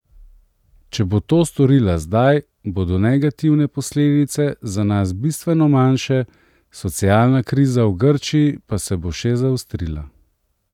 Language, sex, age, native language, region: Slovenian, male, 30-49, Slovenian, Central Slovenia